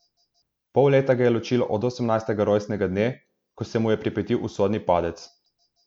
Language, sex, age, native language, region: Slovenian, male, 18-29, Slovenian, Southeast Slovenia